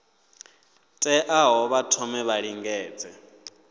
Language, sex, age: Venda, male, 28